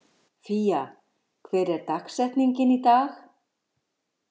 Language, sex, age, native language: Icelandic, female, 50-59, Icelandic